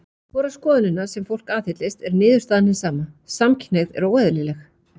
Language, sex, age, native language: Icelandic, female, 40-49, Icelandic